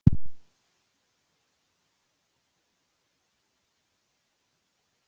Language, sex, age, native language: Icelandic, female, 18-19, Icelandic